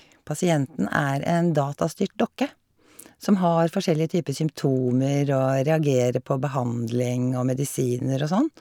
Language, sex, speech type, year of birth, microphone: Norwegian, female, spontaneous, 1951, Shure